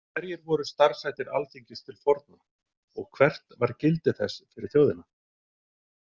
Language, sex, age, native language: Icelandic, male, 40-49, Icelandic